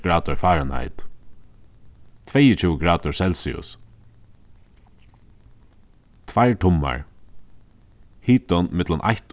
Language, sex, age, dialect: Faroese, male, 15-35, Suðuroy